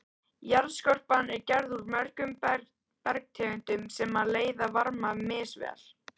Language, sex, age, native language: Icelandic, female, 13, Icelandic